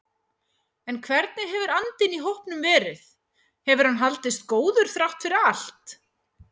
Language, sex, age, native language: Icelandic, female, 40-49, Icelandic